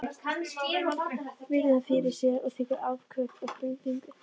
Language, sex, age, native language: Icelandic, female, 13, Icelandic